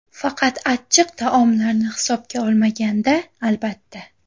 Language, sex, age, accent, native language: Uzbek, female, 18-24, Farg'ona, Uzbek